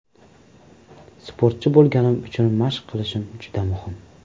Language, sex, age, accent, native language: Uzbek, male, 25-34, Farg'ona, Uzbek